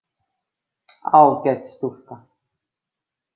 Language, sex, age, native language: Icelandic, female, 50-59, Icelandic